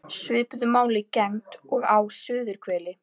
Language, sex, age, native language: Icelandic, female, 11, Icelandic